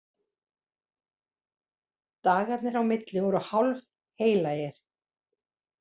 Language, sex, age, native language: Icelandic, female, 40-49, Icelandic